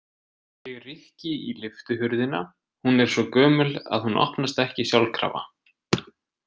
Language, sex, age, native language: Icelandic, male, 20-29, Icelandic